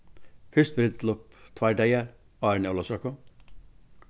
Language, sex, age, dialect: Faroese, male, 61+, Vágar